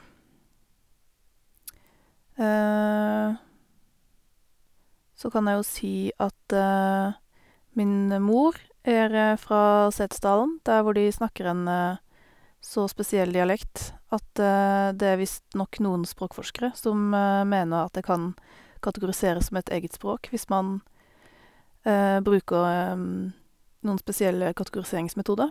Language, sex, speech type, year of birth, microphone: Norwegian, female, spontaneous, 1988, Sennheiser